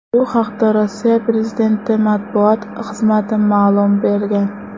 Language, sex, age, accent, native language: Uzbek, female, under 19, Toshkent shahri, Uzbek